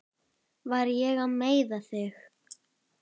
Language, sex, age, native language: Icelandic, female, 10, Icelandic